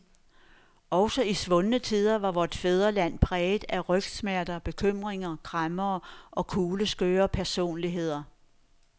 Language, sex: Danish, female